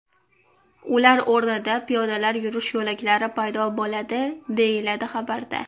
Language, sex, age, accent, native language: Uzbek, female, under 19, Toshkent shahri, Uzbek